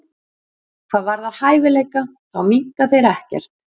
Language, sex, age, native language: Icelandic, female, 40-49, Icelandic